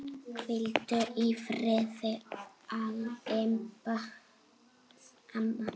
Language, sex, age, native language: Icelandic, female, 8, Icelandic